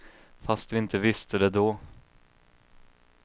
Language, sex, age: Swedish, male, 22